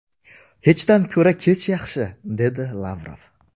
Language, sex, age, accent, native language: Uzbek, male, 25-34, Surxondaryo, Uzbek